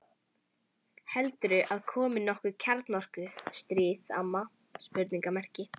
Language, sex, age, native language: Icelandic, female, 11, Icelandic